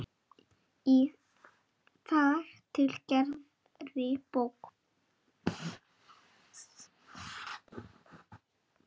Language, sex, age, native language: Icelandic, male, 8, Icelandic